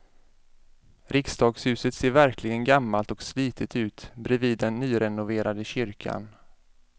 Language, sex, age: Swedish, male, 33